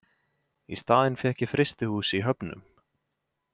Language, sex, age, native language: Icelandic, male, 20-29, Icelandic